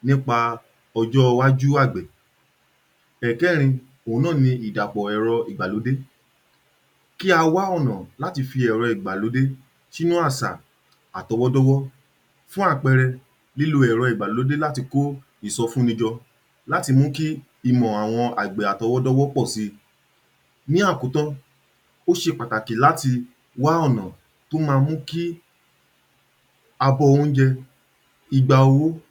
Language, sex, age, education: Yoruba, male, 30-45, tertiary